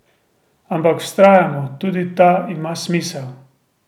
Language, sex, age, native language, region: Slovenian, male, 30-49, Slovenian, Drava region